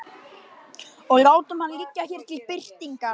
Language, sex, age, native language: Icelandic, male, 12, Icelandic